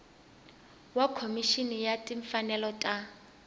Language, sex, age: Tsonga, female, 20